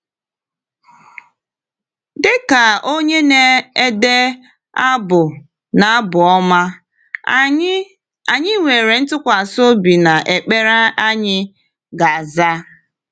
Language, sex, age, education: Igbo, female, 30-45, tertiary